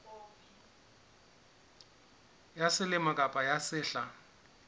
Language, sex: Southern Sotho, male